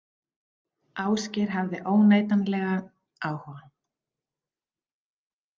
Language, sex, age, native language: Icelandic, female, 40-49, Icelandic